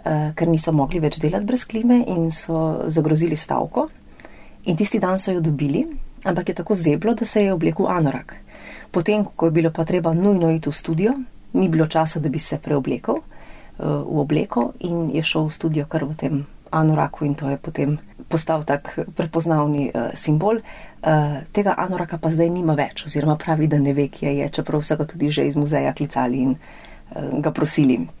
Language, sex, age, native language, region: Slovenian, female, 30-49, Slovenian, Central Slovenia